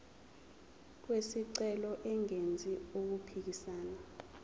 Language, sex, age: Zulu, female, 23